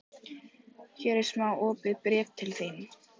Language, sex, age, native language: Icelandic, female, 18-19, Icelandic